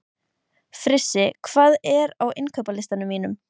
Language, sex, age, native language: Icelandic, female, 12, Icelandic